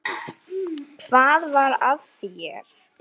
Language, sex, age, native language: Icelandic, female, 9, Icelandic